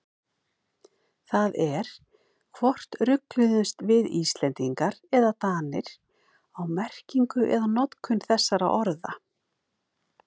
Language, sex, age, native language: Icelandic, female, 50-59, Icelandic